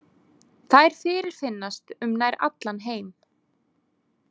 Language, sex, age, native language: Icelandic, female, 20-29, Icelandic